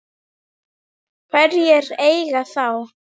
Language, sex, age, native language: Icelandic, female, 9, Icelandic